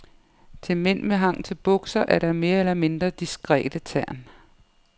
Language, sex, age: Danish, female, 55